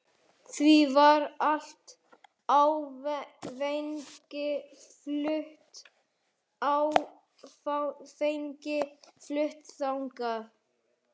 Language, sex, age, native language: Icelandic, male, 11, Icelandic